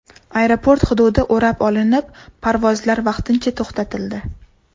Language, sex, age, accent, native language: Uzbek, female, 18-24, Toshkent shahri, Uzbek